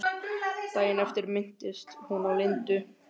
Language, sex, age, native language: Icelandic, male, 12, Icelandic